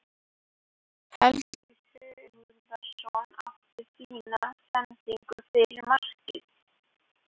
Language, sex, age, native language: Icelandic, female, 18-19, Icelandic